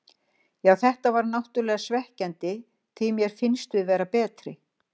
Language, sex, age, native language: Icelandic, female, 60-69, Icelandic